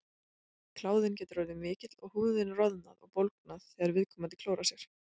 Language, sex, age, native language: Icelandic, female, 20-29, Icelandic